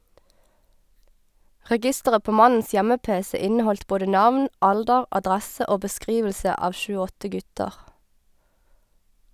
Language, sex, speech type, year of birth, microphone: Norwegian, female, read, 1989, Sennheiser